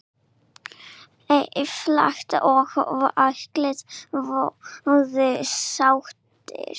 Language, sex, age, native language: Icelandic, female, 9, Serbo-Croatian